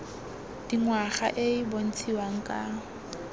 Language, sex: Tswana, female